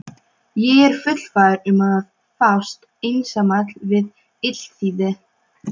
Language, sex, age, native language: Icelandic, female, 12, Polish